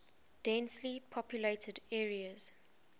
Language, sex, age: English, female, 20